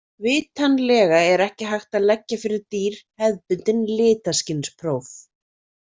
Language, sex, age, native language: Icelandic, female, 40-49, Icelandic